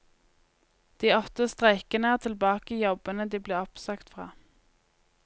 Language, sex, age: Norwegian, female, 20